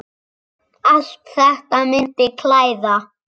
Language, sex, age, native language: Icelandic, male, 7, Icelandic